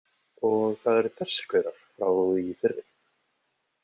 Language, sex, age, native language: Icelandic, male, 30-39, Icelandic